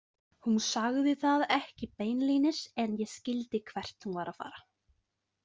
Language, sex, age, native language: Icelandic, female, 20-29, Icelandic